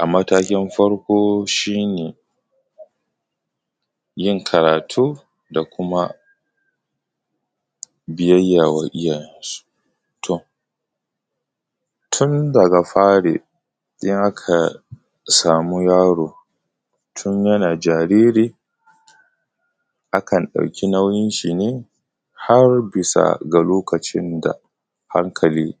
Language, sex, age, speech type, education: Hausa, male, 15-29, spontaneous, tertiary